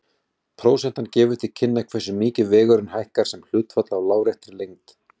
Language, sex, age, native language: Icelandic, male, 40-49, Icelandic